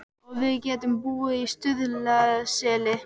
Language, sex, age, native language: Icelandic, female, 12, Icelandic